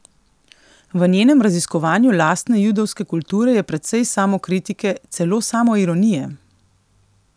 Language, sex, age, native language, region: Slovenian, female, 18-29, Slovenian, Coastal Karst region